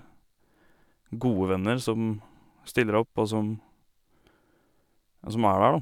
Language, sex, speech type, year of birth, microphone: Norwegian, male, spontaneous, 1989, Sennheiser